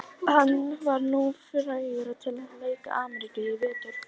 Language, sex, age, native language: Icelandic, female, 11, Icelandic